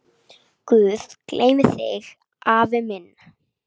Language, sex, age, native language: Icelandic, female, 8, Icelandic